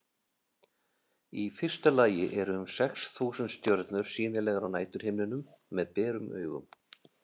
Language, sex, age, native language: Icelandic, male, 50-59, Icelandic